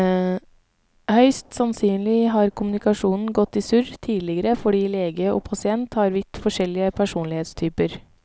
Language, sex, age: Norwegian, female, 32